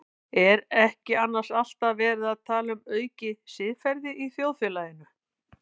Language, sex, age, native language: Icelandic, female, 50-59, Icelandic